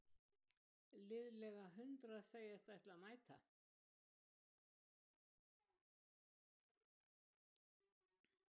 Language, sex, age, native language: Icelandic, female, 70-79, Icelandic